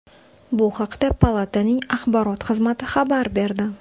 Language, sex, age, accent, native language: Uzbek, female, 25-34, Toshkent shahri, Uzbek